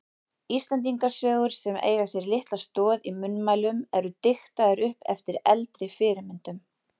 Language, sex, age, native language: Icelandic, female, 40-49, Icelandic